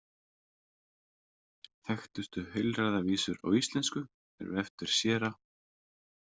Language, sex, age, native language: Icelandic, male, 30-39, Icelandic